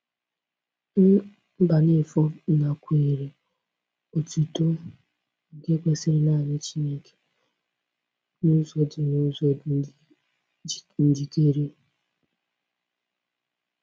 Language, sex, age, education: Igbo, female, 15-29, tertiary